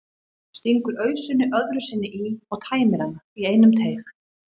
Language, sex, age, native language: Icelandic, female, 40-49, Icelandic